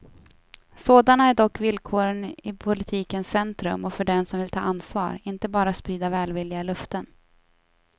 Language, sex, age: Swedish, female, 24